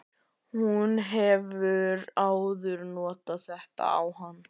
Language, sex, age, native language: Icelandic, male, 11, Icelandic